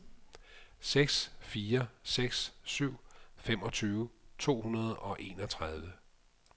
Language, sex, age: Danish, male, 55